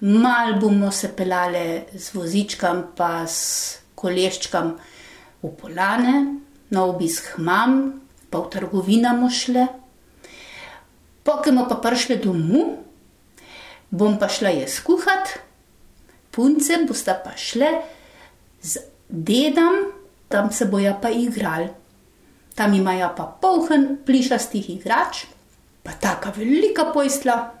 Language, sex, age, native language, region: Slovenian, female, 60+, Slovenian, Gorenjska region